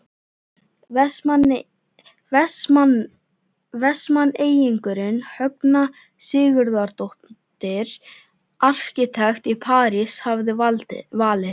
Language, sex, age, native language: Icelandic, female, 11, Icelandic